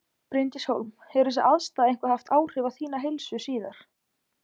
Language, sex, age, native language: Icelandic, female, 20-29, Icelandic